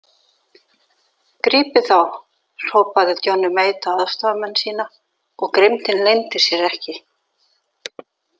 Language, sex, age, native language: Icelandic, female, 40-49, Icelandic